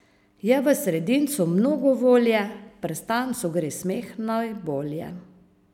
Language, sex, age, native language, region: Slovenian, female, 50-59, Slovenian, Savinja region